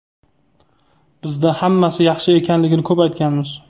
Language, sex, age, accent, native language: Uzbek, male, 25-34, Toshkent shahri, Uzbek